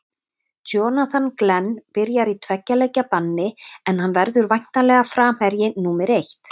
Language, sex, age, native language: Icelandic, female, 30-39, Icelandic